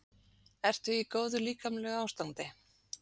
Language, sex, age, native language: Icelandic, female, 40-49, Icelandic